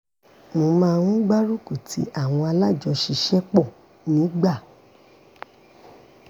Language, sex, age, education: Yoruba, female, 46-60, secondary